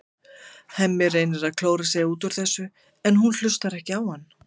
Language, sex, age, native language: Icelandic, female, 50-59, Icelandic